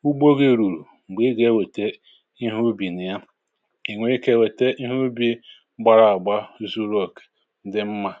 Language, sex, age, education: Igbo, male, 46-60, tertiary